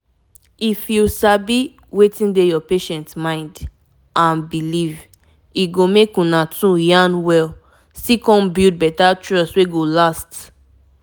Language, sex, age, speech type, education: Nigerian Pidgin, female, 15-29, spontaneous, tertiary